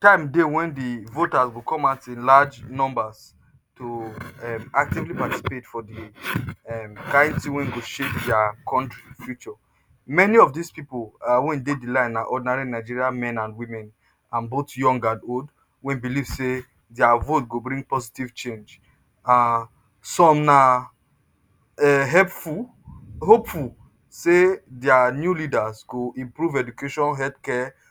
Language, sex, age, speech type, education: Nigerian Pidgin, male, 30-45, spontaneous, tertiary